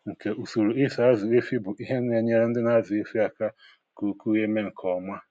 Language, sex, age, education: Igbo, male, 60+, tertiary